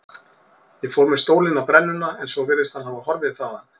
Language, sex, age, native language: Icelandic, male, 40-49, Icelandic